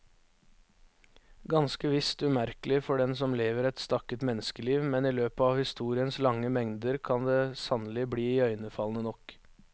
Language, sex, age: Norwegian, male, 21